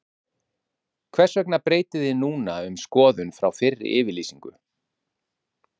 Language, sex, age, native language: Icelandic, male, 50-59, Icelandic